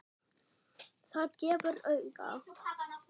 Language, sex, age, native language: Icelandic, female, 8, German